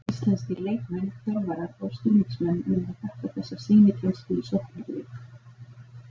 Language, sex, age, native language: Icelandic, female, 40-49, Icelandic